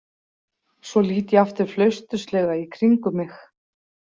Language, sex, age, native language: Icelandic, female, 40-49, Icelandic